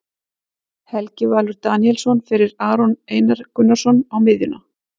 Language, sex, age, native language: Icelandic, female, 40-49, Icelandic